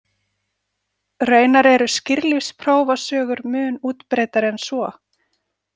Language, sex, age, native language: Icelandic, female, 40-49, Icelandic